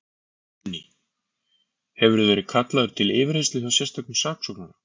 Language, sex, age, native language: Icelandic, male, 40-49, Icelandic